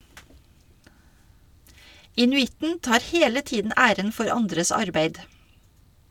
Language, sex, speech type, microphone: Norwegian, female, read, Shure